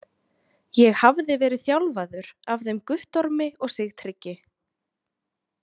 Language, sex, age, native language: Icelandic, female, 20-29, Icelandic